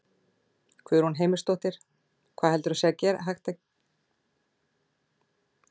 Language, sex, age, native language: Icelandic, female, 40-49, Icelandic